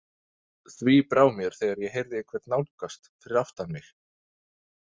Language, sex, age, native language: Icelandic, male, 30-39, Danish